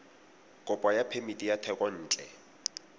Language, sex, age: Tswana, male, 18